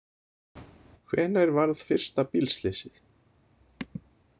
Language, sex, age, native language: Icelandic, male, 30-39, Icelandic